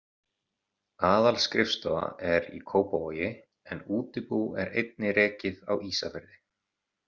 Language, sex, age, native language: Icelandic, male, 30-39, Icelandic